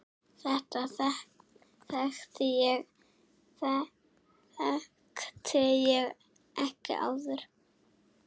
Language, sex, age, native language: Icelandic, female, 6, Icelandic